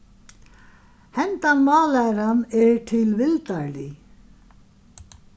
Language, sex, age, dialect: Faroese, female, 61+, Vágar